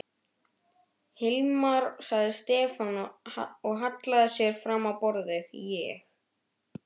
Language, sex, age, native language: Icelandic, male, 12, Icelandic